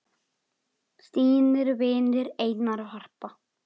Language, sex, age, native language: Icelandic, male, 7, Icelandic